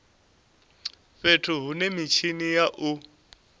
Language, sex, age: Venda, male, 24